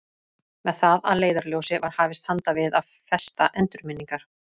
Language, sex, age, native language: Icelandic, female, 30-39, Icelandic